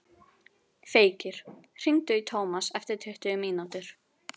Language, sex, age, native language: Icelandic, female, 11, Icelandic